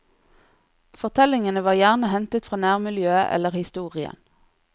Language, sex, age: Norwegian, female, 40